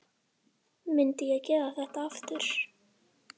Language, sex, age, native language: Icelandic, female, 10, Icelandic